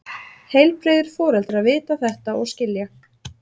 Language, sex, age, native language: Icelandic, female, 30-39, Icelandic